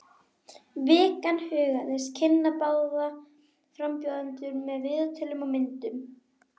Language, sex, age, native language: Icelandic, female, 12, Icelandic